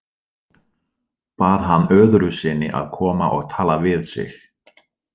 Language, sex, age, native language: Icelandic, male, 40-49, Dutch